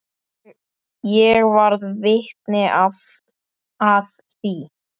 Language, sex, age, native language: Icelandic, male, 10, Icelandic